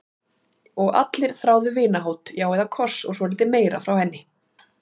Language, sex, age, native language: Icelandic, female, 40-49, Icelandic